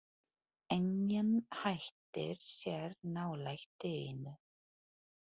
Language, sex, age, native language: Icelandic, female, 40-49, Polish